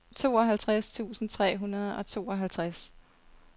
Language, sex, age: Danish, female, 32